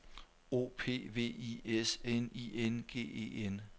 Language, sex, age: Danish, male, 43